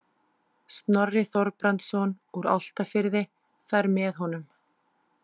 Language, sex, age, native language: Icelandic, female, 30-39, Icelandic